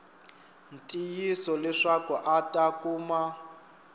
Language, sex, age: Tsonga, male, 25